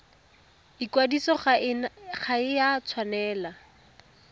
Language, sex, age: Tswana, female, 18